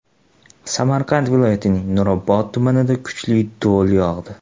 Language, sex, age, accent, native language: Uzbek, male, 18-24, Toshkent shahri, Uzbek